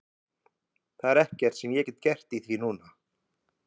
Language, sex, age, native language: Icelandic, male, 50-59, Icelandic